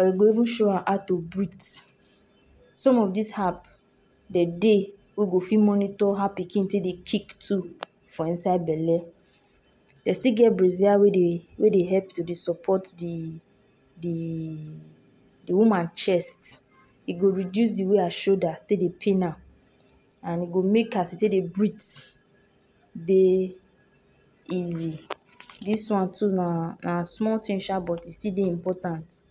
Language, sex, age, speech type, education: Nigerian Pidgin, female, 46-60, spontaneous, tertiary